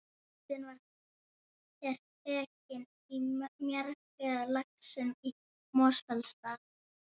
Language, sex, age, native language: Icelandic, female, 11, Icelandic